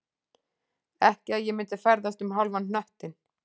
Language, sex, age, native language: Icelandic, female, 40-49, Icelandic